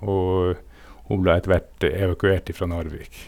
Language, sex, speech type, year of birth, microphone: Norwegian, male, spontaneous, 1969, Sennheiser